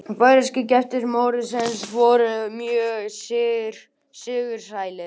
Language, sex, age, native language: Icelandic, male, 18-19, Icelandic